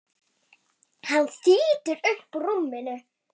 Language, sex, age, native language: Icelandic, female, 7, Icelandic